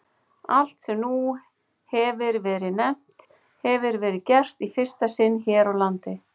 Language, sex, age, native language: Icelandic, female, 40-49, Icelandic